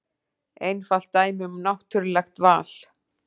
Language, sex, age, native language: Icelandic, female, 40-49, Icelandic